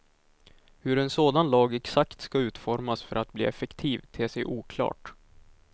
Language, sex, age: Swedish, male, 19